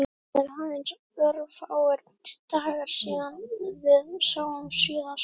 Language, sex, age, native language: Icelandic, female, 11, Icelandic